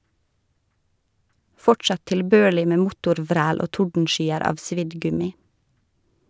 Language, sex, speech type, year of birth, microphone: Norwegian, female, read, 1985, Shure